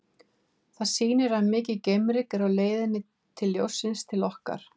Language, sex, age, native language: Icelandic, female, 50-59, Icelandic